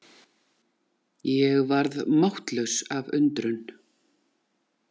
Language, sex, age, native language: Icelandic, female, 40-49, Icelandic